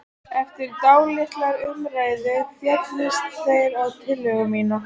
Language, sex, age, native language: Icelandic, female, 13, Icelandic